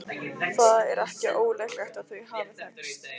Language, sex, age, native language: Icelandic, female, 15, Lithuanian